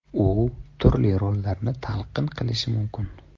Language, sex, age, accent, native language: Uzbek, male, 25-34, Toshkent shahri, Uzbek